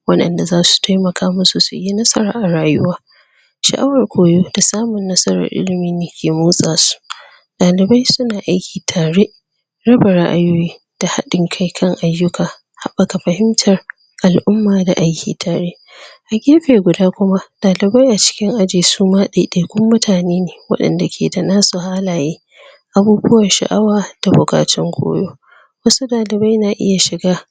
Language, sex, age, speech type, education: Hausa, female, 30-45, spontaneous, tertiary